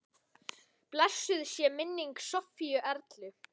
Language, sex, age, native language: Icelandic, male, 10, Icelandic